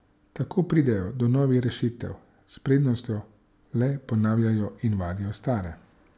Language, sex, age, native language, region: Slovenian, male, 30-49, Slovenian, Savinja region